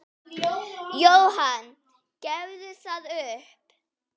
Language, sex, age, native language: Icelandic, female, 9, Icelandic